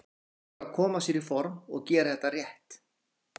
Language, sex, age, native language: Icelandic, male, 40-49, Icelandic